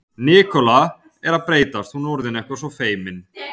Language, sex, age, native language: Icelandic, male, 40-49, Icelandic